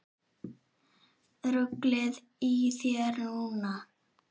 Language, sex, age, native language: Icelandic, male, 7, Icelandic